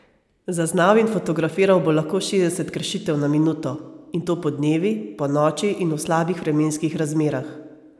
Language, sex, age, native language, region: Slovenian, female, 30-49, Slovenian, Savinja region